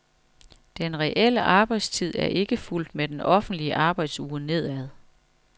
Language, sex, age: Danish, female, 45